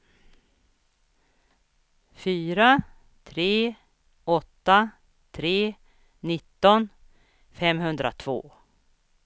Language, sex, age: Swedish, female, 61